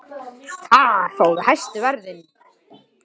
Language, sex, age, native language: Icelandic, male, 10, Icelandic